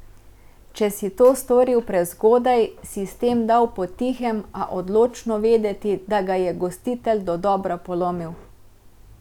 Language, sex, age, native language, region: Slovenian, female, 30-49, Slovenian, Central Slovenia